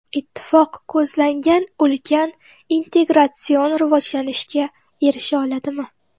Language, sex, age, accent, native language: Uzbek, female, 12-17, Qoraqalpog'iston, Uzbek